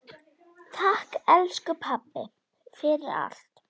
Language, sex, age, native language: Icelandic, female, 10, Icelandic